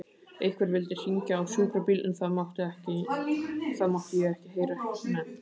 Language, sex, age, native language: Icelandic, male, 20-29, Icelandic